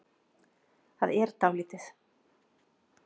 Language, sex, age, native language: Icelandic, female, 40-49, Icelandic